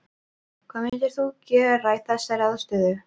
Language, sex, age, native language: Icelandic, female, 12, Icelandic